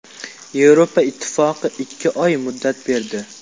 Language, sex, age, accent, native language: Uzbek, male, 18-24, Farg'ona, Uzbek